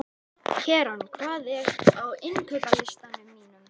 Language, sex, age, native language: Icelandic, male, 11, Icelandic